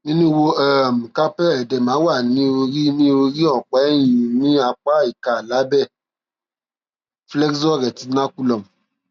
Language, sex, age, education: Yoruba, male, 15-29, tertiary